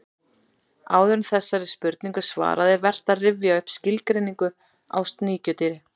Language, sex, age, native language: Icelandic, female, 40-49, Icelandic